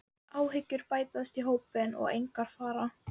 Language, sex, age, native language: Icelandic, female, 12, Icelandic